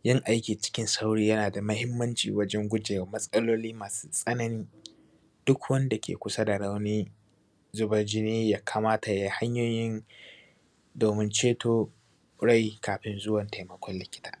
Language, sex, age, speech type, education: Hausa, male, 15-29, spontaneous, primary